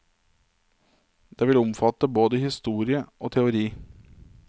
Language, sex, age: Norwegian, male, 27